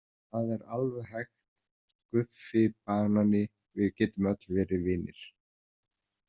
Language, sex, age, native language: Icelandic, male, 50-59, Icelandic